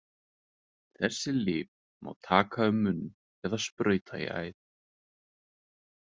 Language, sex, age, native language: Icelandic, male, 20-29, Icelandic